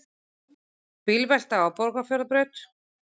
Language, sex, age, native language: Icelandic, female, 40-49, Icelandic